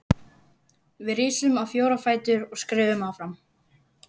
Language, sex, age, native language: Icelandic, female, 11, Icelandic